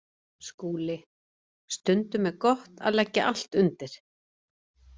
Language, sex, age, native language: Icelandic, female, 50-59, Icelandic